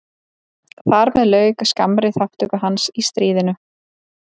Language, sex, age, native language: Icelandic, female, 30-39, Icelandic